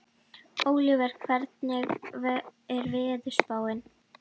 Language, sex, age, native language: Icelandic, female, 12, Icelandic